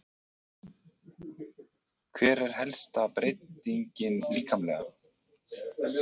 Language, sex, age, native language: Icelandic, male, 40-49, Icelandic